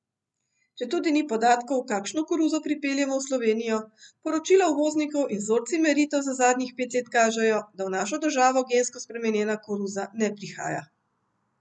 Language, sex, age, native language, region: Slovenian, female, 50-59, Slovenian, Central Slovenia